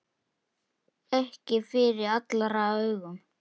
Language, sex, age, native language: Icelandic, male, 8, Icelandic